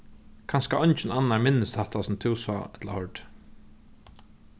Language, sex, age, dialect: Faroese, male, 15-35, Norðurstreymoy/Eysturoy